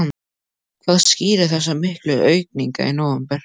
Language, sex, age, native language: Icelandic, male, 12, Icelandic